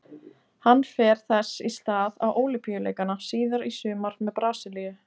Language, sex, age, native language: Icelandic, female, 20-29, Icelandic